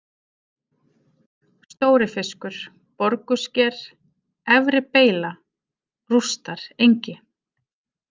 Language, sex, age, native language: Icelandic, female, 30-39, Icelandic